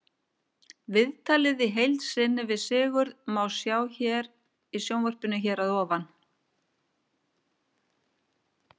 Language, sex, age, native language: Icelandic, female, 50-59, Icelandic